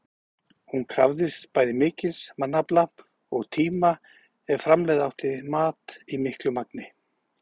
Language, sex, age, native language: Icelandic, male, 40-49, Icelandic